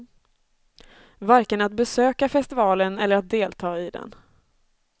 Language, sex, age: Swedish, female, 24